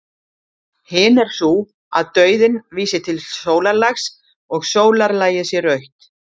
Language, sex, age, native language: Icelandic, female, 50-59, Icelandic